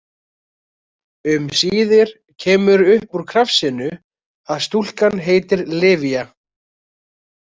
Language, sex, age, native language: Icelandic, male, 20-29, Icelandic